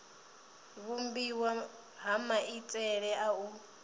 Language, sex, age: Venda, female, 20